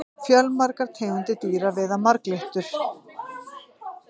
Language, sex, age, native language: Icelandic, female, 50-59, Icelandic